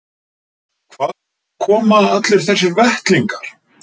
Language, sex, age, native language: Icelandic, male, 50-59, Icelandic